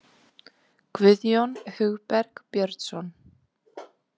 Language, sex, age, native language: Icelandic, female, 20-29, Icelandic